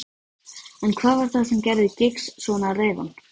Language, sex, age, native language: Icelandic, female, 13, Icelandic